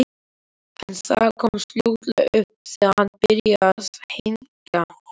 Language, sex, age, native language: Icelandic, male, 12, Icelandic